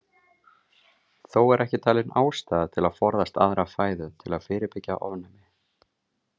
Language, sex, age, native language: Icelandic, male, 30-39, Icelandic